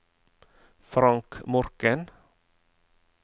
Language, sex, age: Norwegian, male, 49